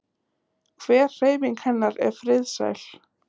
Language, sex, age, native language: Icelandic, female, 20-29, Icelandic